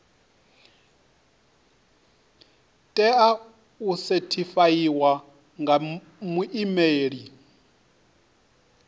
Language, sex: Venda, male